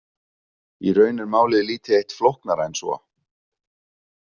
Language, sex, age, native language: Icelandic, male, 20-29, Icelandic